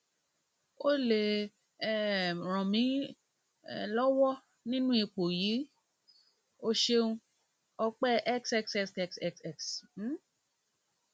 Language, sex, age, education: Yoruba, female, 30-45, tertiary